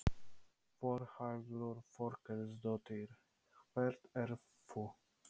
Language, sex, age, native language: Icelandic, male, 30-39, Polish